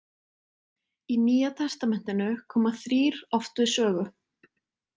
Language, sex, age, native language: Icelandic, female, 20-29, Icelandic